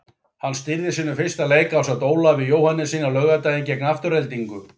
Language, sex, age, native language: Icelandic, male, 40-49, Icelandic